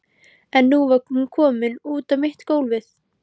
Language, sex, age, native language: Icelandic, female, 13, Icelandic